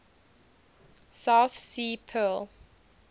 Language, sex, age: English, female, 20